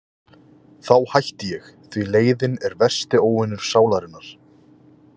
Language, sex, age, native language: Icelandic, male, 20-29, Icelandic